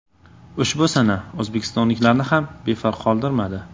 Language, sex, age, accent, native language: Uzbek, male, 18-24, Toshkent shahri, Uzbek